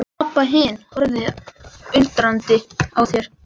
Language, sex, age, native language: Icelandic, male, 11, Icelandic